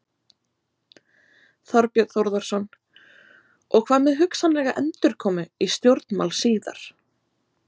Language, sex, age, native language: Icelandic, female, 20-29, Icelandic